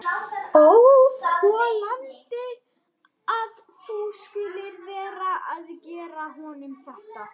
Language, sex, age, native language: Icelandic, female, 30-39, Swedish